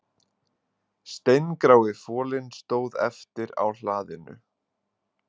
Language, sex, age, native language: Icelandic, male, 20-29, Icelandic